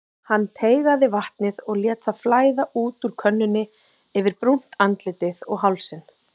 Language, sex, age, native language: Icelandic, female, 40-49, Icelandic